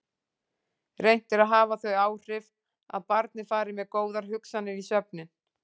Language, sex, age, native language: Icelandic, female, 40-49, Icelandic